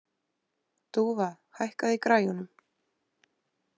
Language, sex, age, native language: Icelandic, female, 20-29, Icelandic